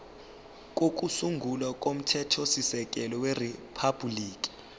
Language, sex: Zulu, male